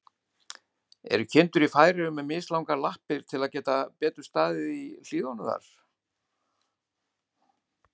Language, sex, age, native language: Icelandic, male, 70-79, Icelandic